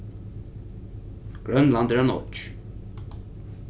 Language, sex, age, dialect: Faroese, male, 15-35, Norðurstreymoy/Eysturoy